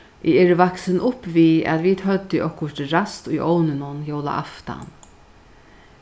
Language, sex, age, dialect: Faroese, female, 61+, Suðurstreymoy